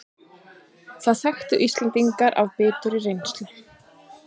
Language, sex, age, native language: Icelandic, female, 30-39, Icelandic